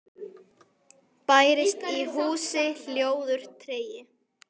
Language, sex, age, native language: Icelandic, male, 10, Icelandic